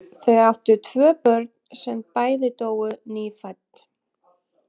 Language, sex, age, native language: Icelandic, female, 20-29, Icelandic